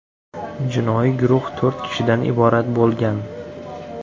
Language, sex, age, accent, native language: Uzbek, male, 18-24, Xorazm, Uzbek